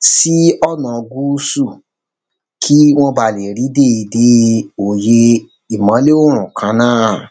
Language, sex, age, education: Yoruba, male, 30-45, secondary